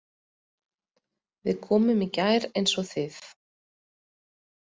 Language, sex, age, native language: Icelandic, female, 30-39, Icelandic